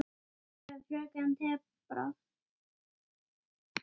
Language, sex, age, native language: Icelandic, male, 9, Icelandic